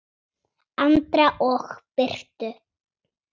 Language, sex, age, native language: Icelandic, female, 6, Icelandic